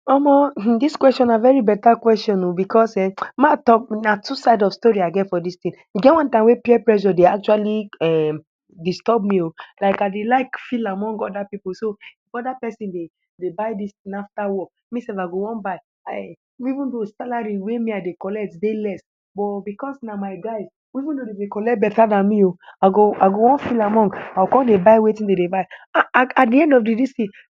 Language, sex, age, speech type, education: Nigerian Pidgin, male, 15-29, spontaneous, tertiary